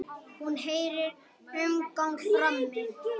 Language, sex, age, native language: Icelandic, male, 8, Icelandic